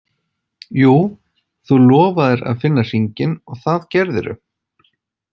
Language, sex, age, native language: Icelandic, male, 40-49, Icelandic